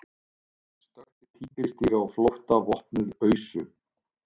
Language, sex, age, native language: Icelandic, male, 30-39, Icelandic